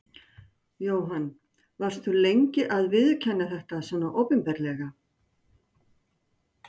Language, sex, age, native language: Icelandic, female, 60-69, Icelandic